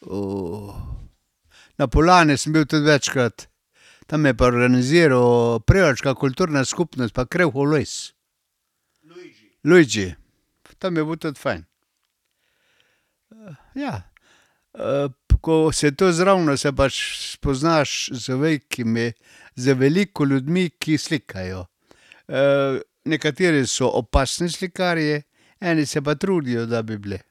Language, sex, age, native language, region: Slovenian, male, 60+, Slovenian, Carinthia region